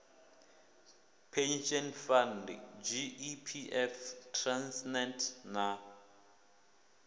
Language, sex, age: Venda, male, 24